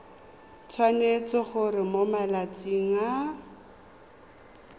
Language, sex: Tswana, female